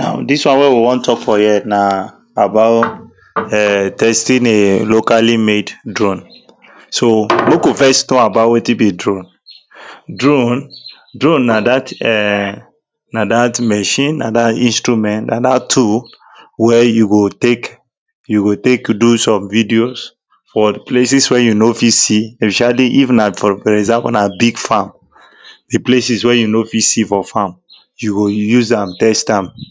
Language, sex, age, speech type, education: Nigerian Pidgin, male, 15-29, spontaneous, tertiary